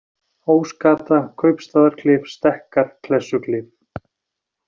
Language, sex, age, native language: Icelandic, male, 40-49, Icelandic